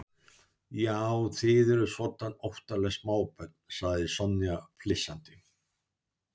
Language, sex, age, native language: Icelandic, male, 60-69, Icelandic